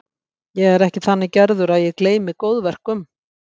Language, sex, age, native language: Icelandic, female, 60-69, Icelandic